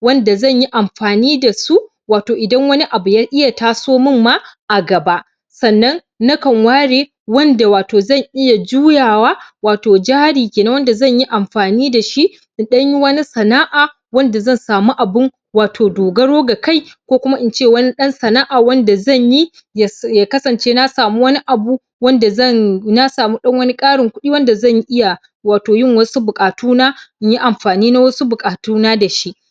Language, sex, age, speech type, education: Hausa, male, 15-29, spontaneous, primary